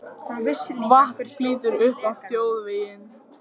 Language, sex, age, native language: Icelandic, male, 18-19, Icelandic